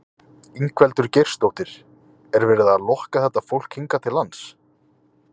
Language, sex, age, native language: Icelandic, male, 20-29, Icelandic